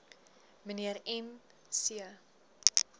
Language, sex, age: Afrikaans, female, 20